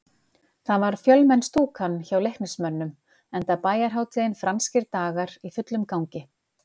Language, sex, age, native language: Icelandic, female, 50-59, Icelandic